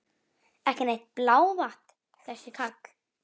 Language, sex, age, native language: Icelandic, female, 7, Icelandic